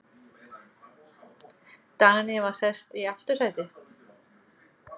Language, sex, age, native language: Icelandic, female, 40-49, Icelandic